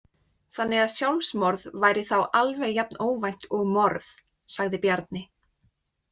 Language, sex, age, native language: Icelandic, female, 20-29, Icelandic